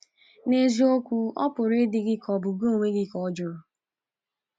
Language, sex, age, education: Igbo, female, 15-29, tertiary